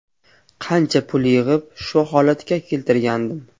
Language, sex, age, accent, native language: Uzbek, male, 25-34, Qashqadaryo, Uzbek